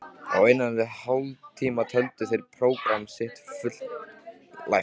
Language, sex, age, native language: Icelandic, male, 13, Icelandic